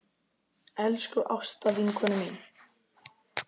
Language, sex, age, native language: Icelandic, male, 10, Icelandic